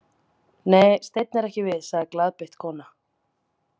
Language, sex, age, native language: Icelandic, female, 30-39, Icelandic